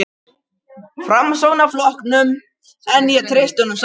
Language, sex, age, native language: Icelandic, male, 13, Icelandic